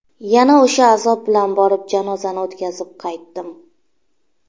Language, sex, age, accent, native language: Uzbek, female, 25-34, Namangan, Uzbek